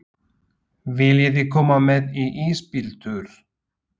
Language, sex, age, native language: Icelandic, male, 40-49, Slovak